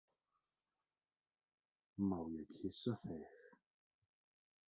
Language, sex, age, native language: Icelandic, male, 30-39, Icelandic